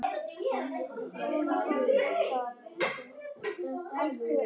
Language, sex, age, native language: Icelandic, male, 9, Icelandic